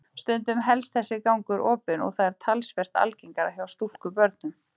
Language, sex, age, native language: Icelandic, female, 30-39, Icelandic